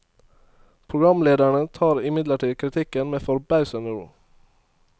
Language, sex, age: Norwegian, male, 22